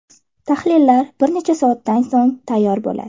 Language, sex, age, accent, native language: Uzbek, female, 18-24, Toshkent shahri, Uzbek